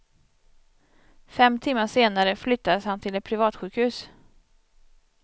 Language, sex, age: Swedish, female, 27